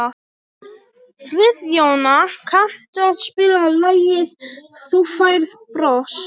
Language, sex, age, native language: Icelandic, other, 18-19, Polish